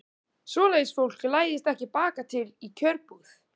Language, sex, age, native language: Icelandic, male, 12, Icelandic